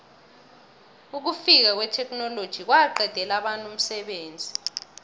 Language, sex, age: South Ndebele, female, 22